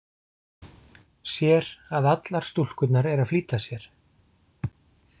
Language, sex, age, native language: Icelandic, male, 40-49, Icelandic